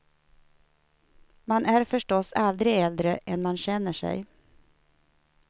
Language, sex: Swedish, female